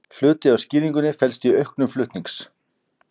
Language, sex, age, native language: Icelandic, male, 50-59, Icelandic